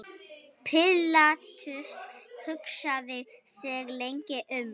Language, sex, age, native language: Icelandic, female, 9, Icelandic